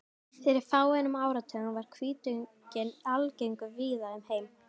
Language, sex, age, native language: Icelandic, female, 18-19, Icelandic